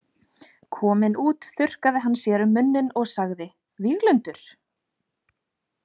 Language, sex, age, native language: Icelandic, female, 20-29, Icelandic